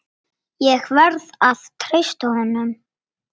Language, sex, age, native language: Icelandic, male, 8, Icelandic